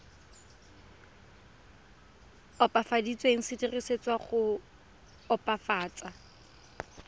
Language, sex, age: Tswana, female, 23